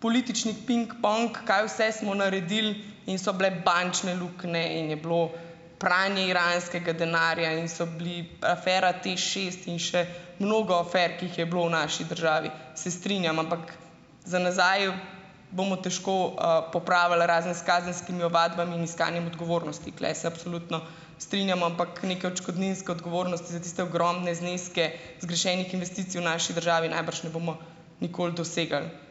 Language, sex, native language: Slovenian, female, Slovenian